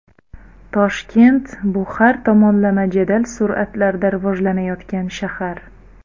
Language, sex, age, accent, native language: Uzbek, female, 30-39, Xorazm, Uzbek